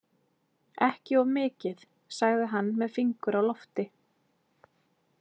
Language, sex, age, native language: Icelandic, female, 20-29, Icelandic